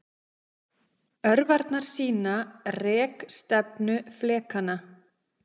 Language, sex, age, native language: Icelandic, female, 30-39, Icelandic